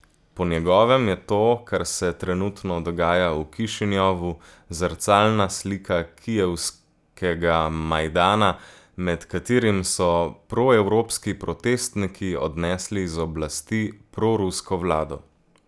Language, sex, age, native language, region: Slovenian, male, 18-29, Slovenian, Gorica region